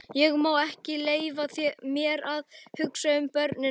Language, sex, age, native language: Icelandic, male, 11, Icelandic